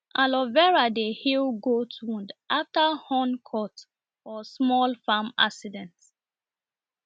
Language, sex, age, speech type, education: Nigerian Pidgin, female, 30-45, spontaneous, tertiary